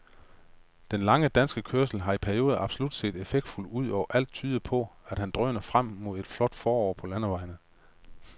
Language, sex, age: Danish, male, 35